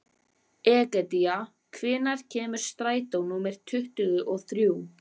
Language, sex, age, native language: Icelandic, female, 14, Icelandic